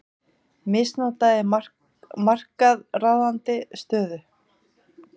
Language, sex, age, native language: Icelandic, female, 50-59, Icelandic